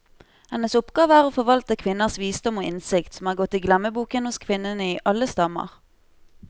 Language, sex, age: Norwegian, female, 25